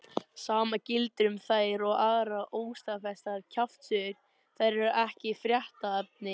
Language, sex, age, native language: Icelandic, male, 20-29, Icelandic